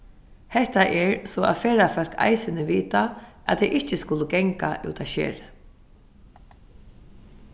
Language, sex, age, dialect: Faroese, female, 15-35, Suðurstreymoy